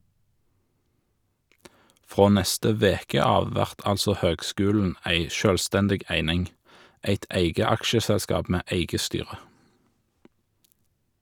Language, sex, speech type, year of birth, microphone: Norwegian, male, read, 1985, Shure